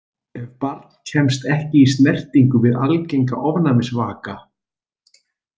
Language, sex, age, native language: Icelandic, male, 40-49, Icelandic